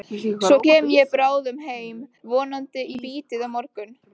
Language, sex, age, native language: Icelandic, female, 13, Icelandic